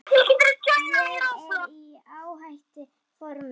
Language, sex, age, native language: Icelandic, female, 8, Icelandic